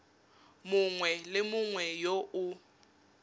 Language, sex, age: Tswana, female, 20